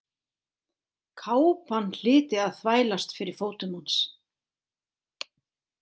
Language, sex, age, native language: Icelandic, female, 60-69, Icelandic